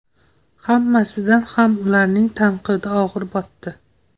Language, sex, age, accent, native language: Uzbek, female, 18-24, Toshkent viloyati, Uzbek